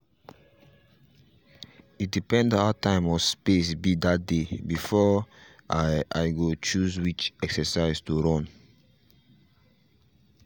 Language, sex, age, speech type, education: Nigerian Pidgin, male, 15-29, spontaneous, tertiary